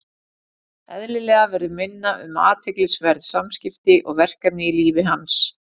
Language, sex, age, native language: Icelandic, female, 40-49, Icelandic